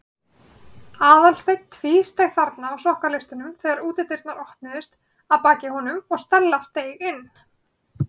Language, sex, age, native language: Icelandic, female, 30-39, Icelandic